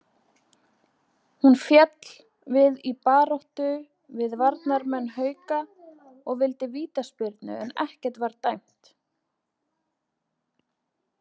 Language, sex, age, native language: Icelandic, female, 20-29, Icelandic